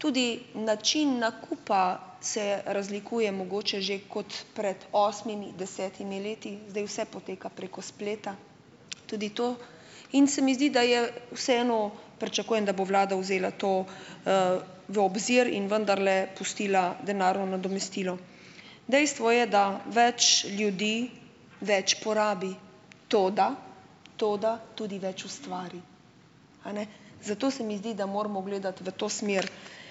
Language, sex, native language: Slovenian, female, Slovenian